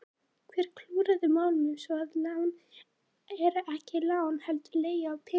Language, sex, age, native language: Icelandic, female, 18-19, Icelandic